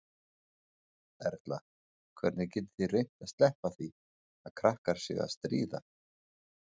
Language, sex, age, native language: Icelandic, male, 40-49, Icelandic